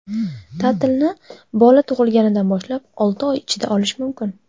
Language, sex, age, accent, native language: Uzbek, female, 19-29, Qashqadaryo, Uzbek